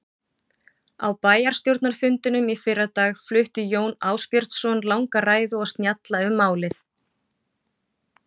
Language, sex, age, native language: Icelandic, female, 40-49, Icelandic